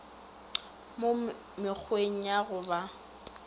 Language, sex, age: Northern Sotho, female, 18